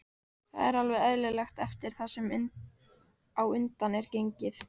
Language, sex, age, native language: Icelandic, female, 18-19, Icelandic